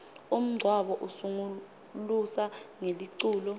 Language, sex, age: Swati, female, 25